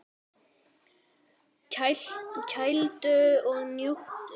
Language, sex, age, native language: Icelandic, male, 9, Icelandic